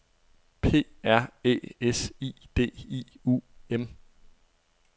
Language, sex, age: Danish, male, 23